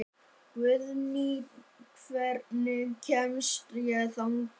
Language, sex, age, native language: Icelandic, female, 50-59, Icelandic